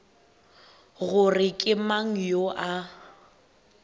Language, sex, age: Northern Sotho, female, 18